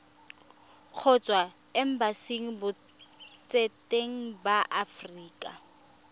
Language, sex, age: Tswana, female, 20